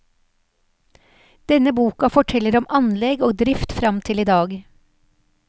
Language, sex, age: Norwegian, female, 46